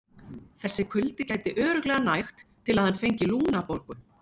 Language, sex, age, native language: Icelandic, male, 11, Icelandic